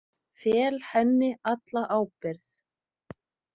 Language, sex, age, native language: Icelandic, female, 30-39, Icelandic